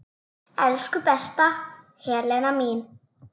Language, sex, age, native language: Icelandic, female, 9, Icelandic